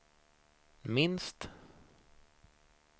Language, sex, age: Swedish, male, 26